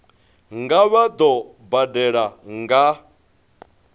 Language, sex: Venda, male